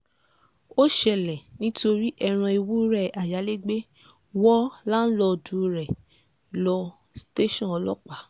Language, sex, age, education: Yoruba, female, 15-29, tertiary